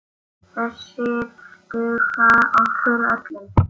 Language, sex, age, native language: Icelandic, male, 8, Icelandic